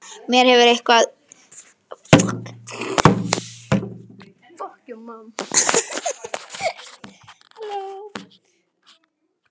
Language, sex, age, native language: Icelandic, male, 11, Icelandic